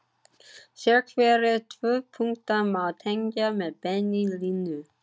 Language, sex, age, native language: Icelandic, female, 30-39, Icelandic